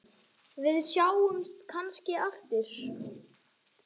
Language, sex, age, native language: Icelandic, male, 9, Icelandic